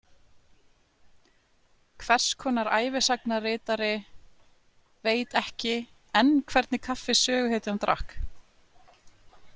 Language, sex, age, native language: Icelandic, female, 20-29, Icelandic